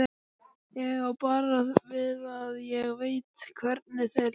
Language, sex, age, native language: Icelandic, male, 12, Icelandic